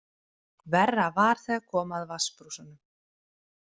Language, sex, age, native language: Icelandic, female, 30-39, Icelandic